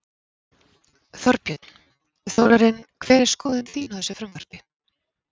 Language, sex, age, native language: Icelandic, female, 40-49, Icelandic